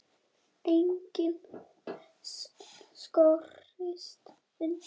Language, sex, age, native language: Icelandic, female, 8, Icelandic